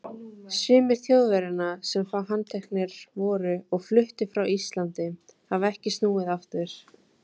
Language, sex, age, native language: Icelandic, female, 18-19, Icelandic